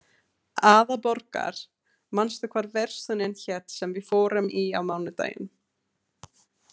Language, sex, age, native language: Icelandic, female, 30-39, English